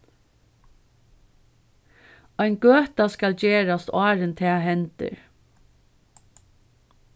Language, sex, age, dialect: Faroese, female, 36-60, Norðurstreymoy/Eysturoy